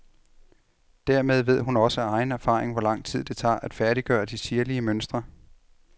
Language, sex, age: Danish, male, 33